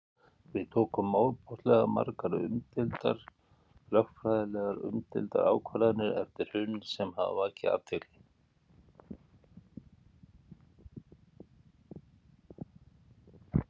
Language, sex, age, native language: Icelandic, male, 50-59, Icelandic